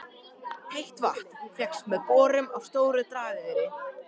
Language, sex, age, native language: Icelandic, male, 14, Icelandic